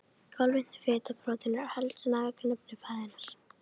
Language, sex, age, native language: Icelandic, female, 30-39, Icelandic